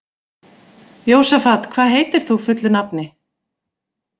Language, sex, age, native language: Icelandic, female, 40-49, Icelandic